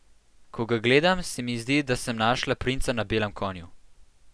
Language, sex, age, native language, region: Slovenian, male, 12-17, Slovenian, Central Slovenia